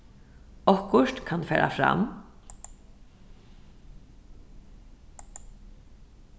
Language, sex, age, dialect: Faroese, female, 15-35, Suðurstreymoy